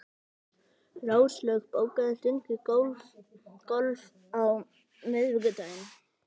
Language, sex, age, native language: Icelandic, male, 11, Icelandic